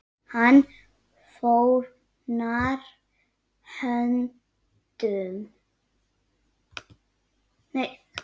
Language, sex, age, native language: Icelandic, female, 9, Icelandic